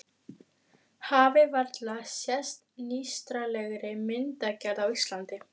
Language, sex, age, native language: Icelandic, female, 12, Icelandic